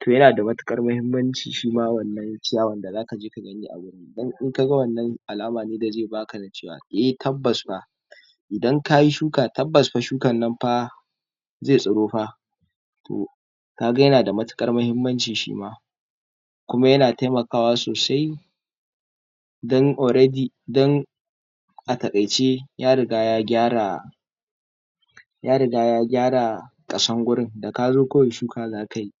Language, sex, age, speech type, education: Hausa, male, 46-60, spontaneous, tertiary